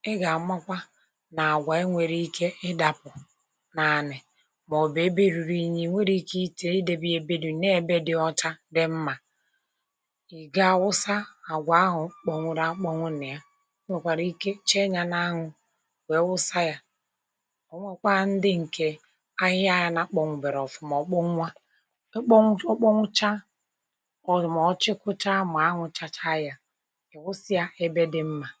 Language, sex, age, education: Igbo, female, 30-45, tertiary